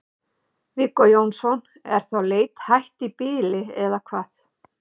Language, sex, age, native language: Icelandic, female, 50-59, Icelandic